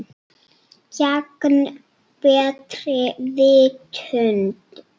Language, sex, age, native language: Icelandic, female, 7, Icelandic